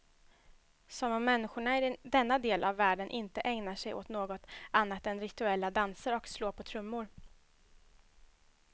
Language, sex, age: Swedish, female, 21